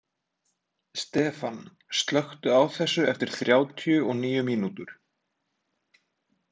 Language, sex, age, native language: Icelandic, male, 30-39, Icelandic